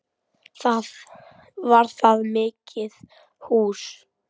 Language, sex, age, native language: Icelandic, male, 10, Icelandic